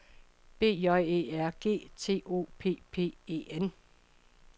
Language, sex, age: Danish, female, 55